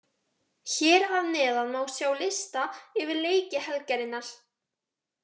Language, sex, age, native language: Icelandic, female, 18-19, Icelandic